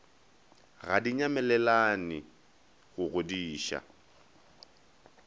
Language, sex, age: Northern Sotho, male, 19